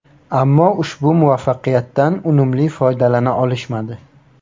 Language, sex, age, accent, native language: Uzbek, male, 18-24, Navoiy, Uzbek